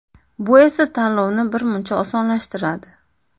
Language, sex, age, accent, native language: Uzbek, female, 25-34, Andijon, Uzbek